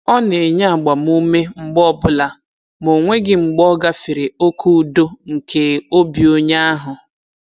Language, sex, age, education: Igbo, female, 15-29, tertiary